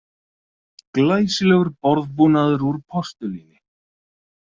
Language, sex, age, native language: Icelandic, male, 30-39, Icelandic